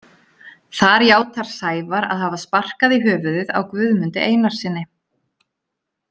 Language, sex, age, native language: Icelandic, female, 30-39, Icelandic